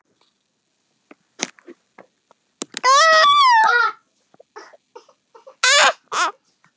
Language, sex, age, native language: Icelandic, male, 6, German